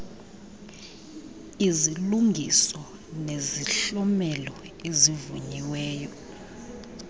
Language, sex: Xhosa, female